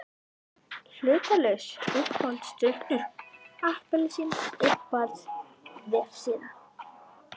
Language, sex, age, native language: Icelandic, female, 11, Icelandic